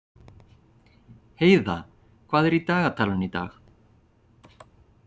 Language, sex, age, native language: Icelandic, male, 40-49, Icelandic